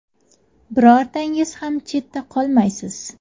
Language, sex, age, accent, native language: Uzbek, female, 19-29, Samarqand, Uzbek